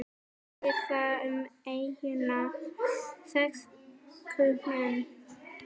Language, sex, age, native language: Icelandic, female, 10, Icelandic